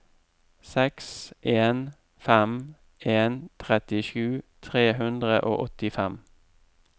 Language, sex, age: Norwegian, male, 44